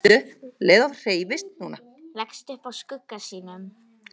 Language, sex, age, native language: Icelandic, female, 8, Icelandic